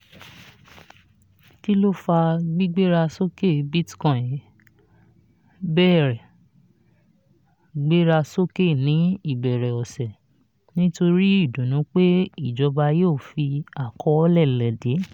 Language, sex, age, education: Yoruba, female, 30-45, tertiary